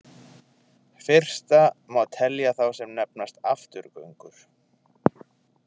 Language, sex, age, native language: Icelandic, male, 20-29, Icelandic